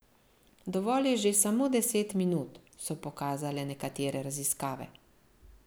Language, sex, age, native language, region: Slovenian, female, 50-59, Slovenian, Central Slovenia